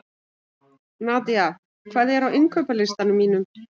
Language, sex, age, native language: Icelandic, male, 14, Icelandic